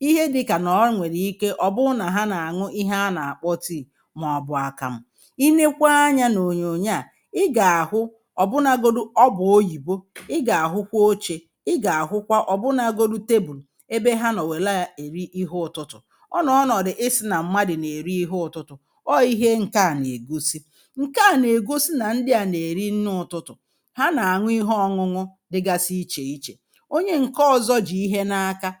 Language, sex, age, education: Igbo, female, 30-45, primary